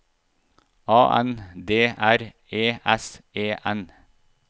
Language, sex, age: Norwegian, male, 41